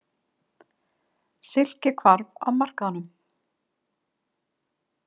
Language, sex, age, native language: Icelandic, female, 50-59, Icelandic